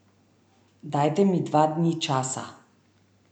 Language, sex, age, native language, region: Slovenian, female, 30-49, Slovenian, Central Slovenia